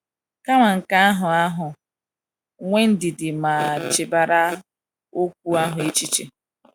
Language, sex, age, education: Igbo, female, 15-29, tertiary